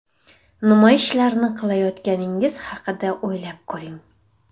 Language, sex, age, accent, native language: Uzbek, female, 18-24, Farg'ona, Uzbek